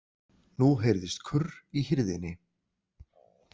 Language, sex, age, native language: Icelandic, male, 40-49, Icelandic